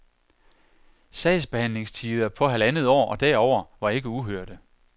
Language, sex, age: Danish, male, 41